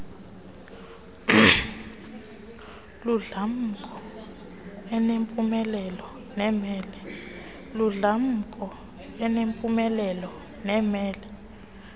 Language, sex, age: Xhosa, female, 22